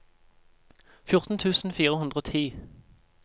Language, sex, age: Norwegian, male, 26